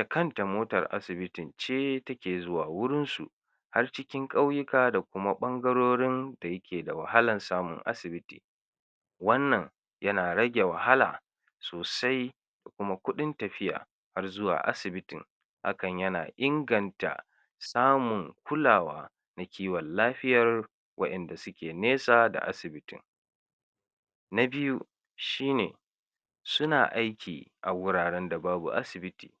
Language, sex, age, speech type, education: Hausa, male, 60+, spontaneous, tertiary